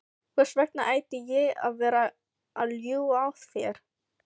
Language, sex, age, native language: Icelandic, female, 15, Filipino